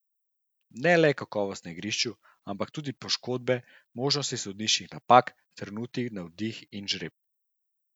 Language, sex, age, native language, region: Slovenian, male, 30-49, Slovenian, Central Slovenia